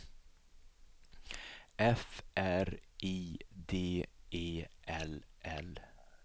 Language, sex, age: Swedish, male, 37